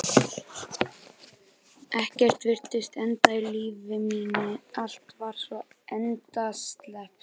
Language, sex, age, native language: Icelandic, male, 12, Icelandic